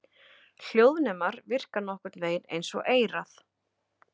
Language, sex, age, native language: Icelandic, female, 30-39, Icelandic